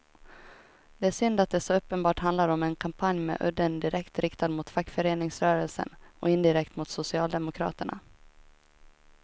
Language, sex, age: Swedish, female, 23